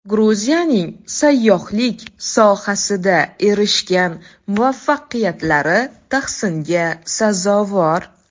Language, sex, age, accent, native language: Uzbek, female, 18-24, Toshkent shahri, Uzbek